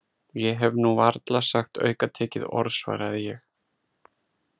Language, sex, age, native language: Icelandic, male, 30-39, Icelandic